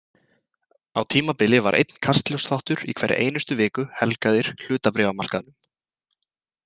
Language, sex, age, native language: Icelandic, male, 20-29, Icelandic